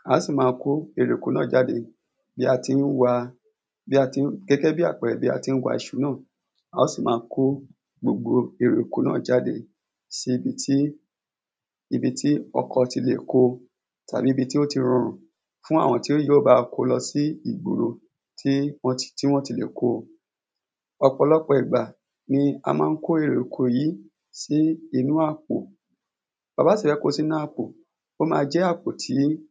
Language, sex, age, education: Yoruba, male, 30-45, secondary